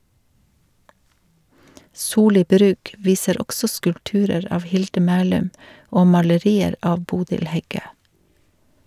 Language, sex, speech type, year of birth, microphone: Norwegian, female, read, 1952, Shure